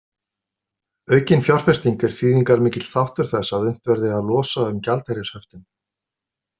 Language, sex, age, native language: Icelandic, male, 50-59, Icelandic